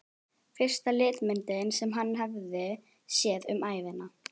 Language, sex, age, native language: Icelandic, female, 12, Icelandic